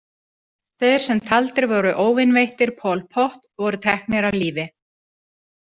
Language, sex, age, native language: Icelandic, female, 40-49, Icelandic